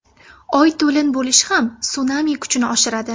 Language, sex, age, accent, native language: Uzbek, female, 19-29, Surxondaryo, Uzbek